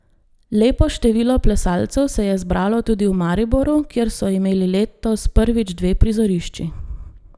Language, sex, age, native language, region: Slovenian, female, 30-49, Slovenian, Gorenjska region